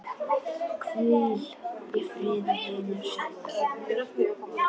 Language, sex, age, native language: Icelandic, female, 10, Icelandic